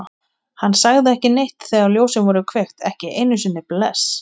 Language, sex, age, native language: Icelandic, female, 20-29, Icelandic